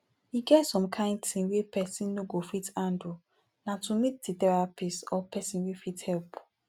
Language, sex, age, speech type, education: Nigerian Pidgin, female, 15-29, spontaneous, tertiary